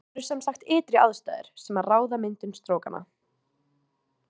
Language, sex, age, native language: Icelandic, female, 18-19, Icelandic